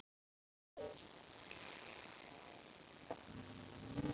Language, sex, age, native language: Icelandic, male, 8, Icelandic